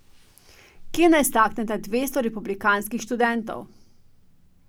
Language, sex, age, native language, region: Slovenian, female, 50-59, Slovenian, Drava region